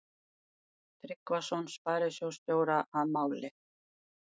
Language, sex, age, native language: Icelandic, female, 70-79, Icelandic